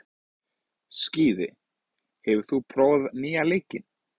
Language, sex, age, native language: Icelandic, male, 20-29, Icelandic